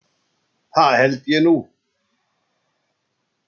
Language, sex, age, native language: Icelandic, male, 60-69, Icelandic